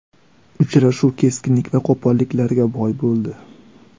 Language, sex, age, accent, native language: Uzbek, male, 18-24, Sirdaryo, Uzbek